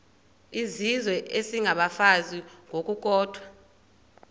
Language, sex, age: Xhosa, female, 30